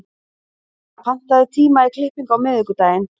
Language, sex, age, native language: Icelandic, female, 30-39, Icelandic